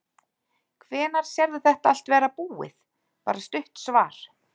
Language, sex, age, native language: Icelandic, female, 40-49, Icelandic